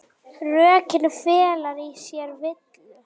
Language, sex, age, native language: Icelandic, female, 9, Icelandic